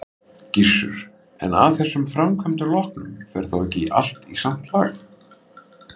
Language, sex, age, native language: Icelandic, male, 50-59, Icelandic